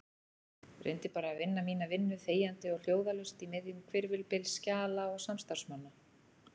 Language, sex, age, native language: Icelandic, female, 40-49, Icelandic